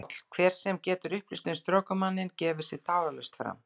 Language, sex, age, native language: Icelandic, female, 60-69, Icelandic